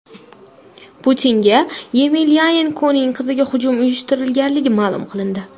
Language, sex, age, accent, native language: Uzbek, female, 19-29, Toshkent shahri, Uzbek